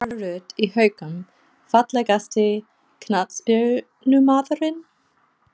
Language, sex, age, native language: Icelandic, female, 40-49, English